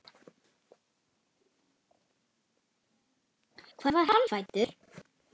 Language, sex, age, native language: Icelandic, female, 9, Icelandic